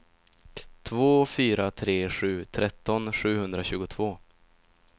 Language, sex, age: Swedish, male, 17